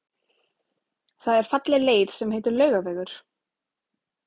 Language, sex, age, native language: Icelandic, female, 30-39, Icelandic